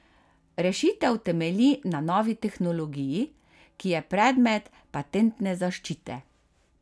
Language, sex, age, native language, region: Slovenian, female, 50-59, Slovenian, Carinthia region